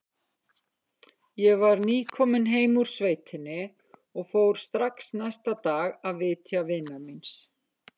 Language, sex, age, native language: Icelandic, female, 50-59, Icelandic